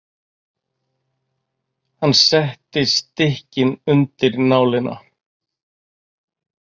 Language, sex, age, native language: Icelandic, male, 40-49, Icelandic